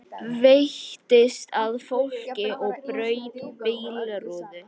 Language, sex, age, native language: Icelandic, female, 50-59, Icelandic